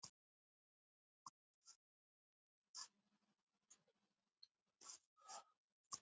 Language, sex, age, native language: Icelandic, male, 70-79, Icelandic